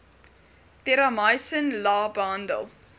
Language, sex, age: Afrikaans, female, 21